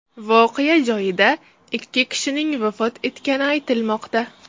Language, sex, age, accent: Uzbek, female, 35+, Toshkent shahri